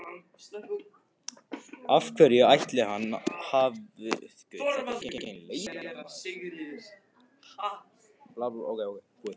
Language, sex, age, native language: Icelandic, male, 18-19, Icelandic